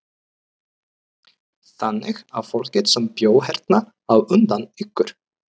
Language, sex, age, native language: Icelandic, male, 30-39, Icelandic